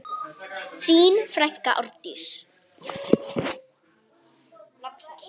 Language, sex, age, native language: Icelandic, female, 8, Icelandic